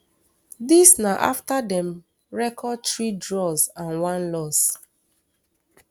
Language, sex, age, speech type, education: Nigerian Pidgin, female, 30-45, spontaneous, tertiary